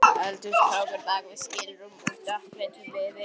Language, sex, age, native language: Icelandic, female, 12, Icelandic